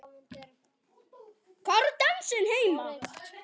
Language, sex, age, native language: Icelandic, male, 10, Icelandic